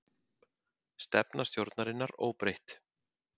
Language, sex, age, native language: Icelandic, male, 50-59, Icelandic